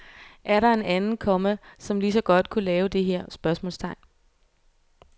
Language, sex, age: Danish, female, 24